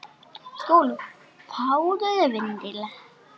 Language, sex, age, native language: Icelandic, male, 9, Icelandic